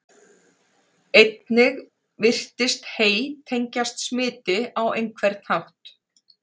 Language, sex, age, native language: Icelandic, female, 40-49, Icelandic